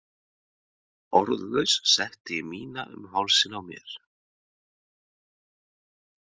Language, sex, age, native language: Icelandic, male, 30-39, Icelandic